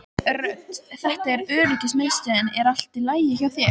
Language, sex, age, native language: Icelandic, female, 12, Icelandic